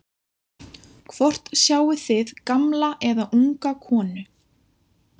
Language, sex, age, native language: Icelandic, female, 20-29, Icelandic